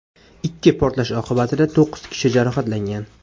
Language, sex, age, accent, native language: Uzbek, male, 18-24, Farg'ona, Uzbek